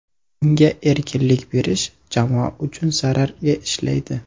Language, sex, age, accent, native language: Uzbek, male, 18-24, Toshkent viloyati, Uzbek